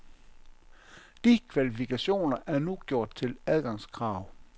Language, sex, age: Danish, male, 57